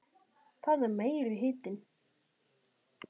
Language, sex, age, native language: Icelandic, male, 8, Icelandic